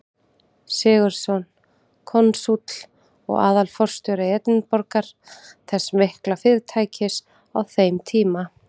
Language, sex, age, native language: Icelandic, female, 30-39, Icelandic